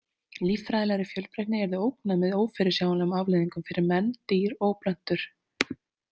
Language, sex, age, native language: Icelandic, female, 30-39, Icelandic